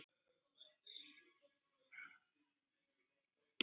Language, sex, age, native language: Icelandic, male, 10, Icelandic